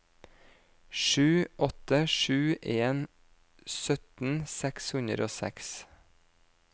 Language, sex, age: Norwegian, male, 26